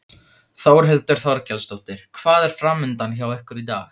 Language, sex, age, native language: Icelandic, male, 15, Icelandic